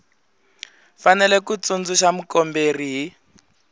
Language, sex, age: Tsonga, male, 20